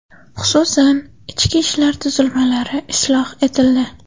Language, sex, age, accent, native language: Uzbek, female, 18-24, Samarqand, Uzbek